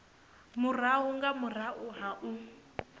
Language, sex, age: Venda, female, 22